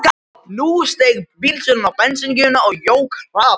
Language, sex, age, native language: Icelandic, male, 13, Icelandic